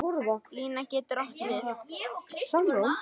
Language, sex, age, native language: Icelandic, male, 10, Icelandic